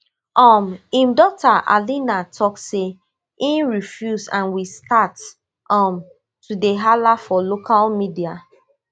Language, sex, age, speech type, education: Nigerian Pidgin, female, 30-45, spontaneous, tertiary